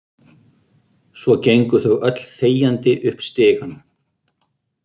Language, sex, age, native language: Icelandic, male, 50-59, Icelandic